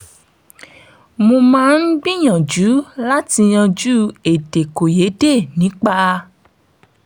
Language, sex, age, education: Yoruba, female, 15-29, tertiary